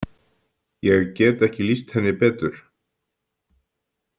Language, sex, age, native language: Icelandic, male, 50-59, Icelandic